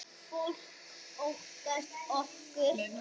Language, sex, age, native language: Icelandic, male, 8, Icelandic